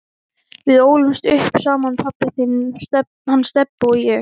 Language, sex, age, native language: Icelandic, female, 11, Icelandic